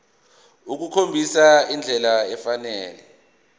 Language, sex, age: Zulu, male, 24